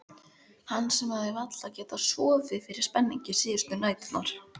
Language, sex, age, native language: Icelandic, female, 11, Icelandic